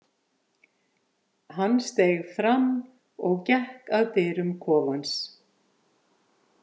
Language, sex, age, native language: Icelandic, female, 50-59, Icelandic